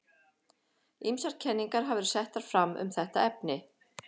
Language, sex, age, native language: Icelandic, female, 50-59, Icelandic